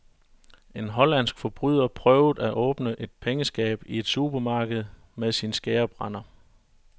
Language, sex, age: Danish, male, 41